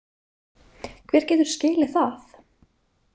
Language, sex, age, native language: Icelandic, female, 20-29, Icelandic